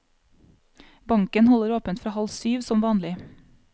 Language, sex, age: Norwegian, female, 35